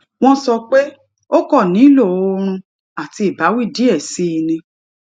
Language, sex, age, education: Yoruba, female, 30-45, tertiary